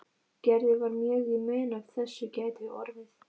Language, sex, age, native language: Icelandic, female, 13, Icelandic